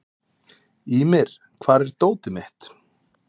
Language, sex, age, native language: Icelandic, male, 30-39, Icelandic